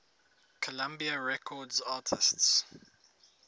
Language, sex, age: English, male, 19